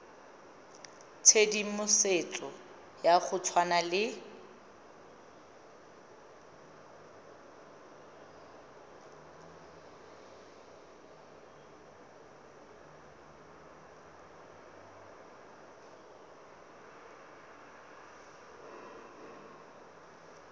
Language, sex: Tswana, female